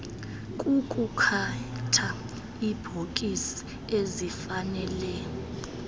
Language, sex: Xhosa, female